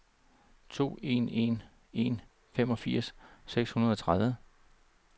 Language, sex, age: Danish, male, 39